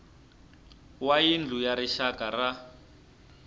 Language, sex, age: Tsonga, male, 25